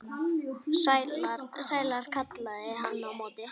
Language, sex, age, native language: Icelandic, male, 10, Icelandic